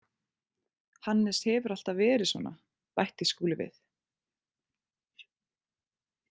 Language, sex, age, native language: Icelandic, female, 20-29, Icelandic